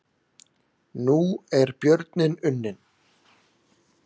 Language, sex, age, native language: Icelandic, male, 30-39, Icelandic